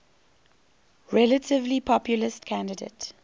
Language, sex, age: English, female, 21